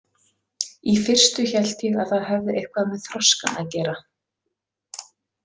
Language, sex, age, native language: Icelandic, female, 40-49, Icelandic